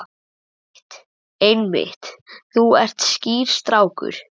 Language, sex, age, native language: Icelandic, male, 11, Icelandic